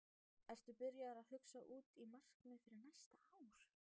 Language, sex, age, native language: Icelandic, female, 14, Icelandic